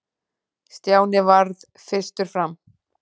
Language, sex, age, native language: Icelandic, female, 10, Icelandic